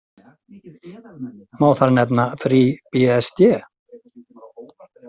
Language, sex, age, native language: Icelandic, male, 60-69, Icelandic